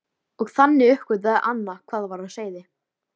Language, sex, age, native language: Icelandic, female, 13, Icelandic